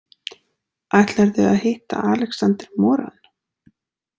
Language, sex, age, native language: Icelandic, female, 40-49, Icelandic